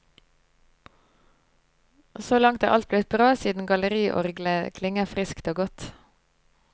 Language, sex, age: Norwegian, female, 25